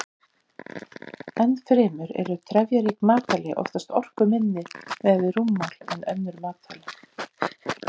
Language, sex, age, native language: Icelandic, female, 40-49, Icelandic